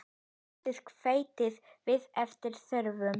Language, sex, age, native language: Icelandic, female, 10, Icelandic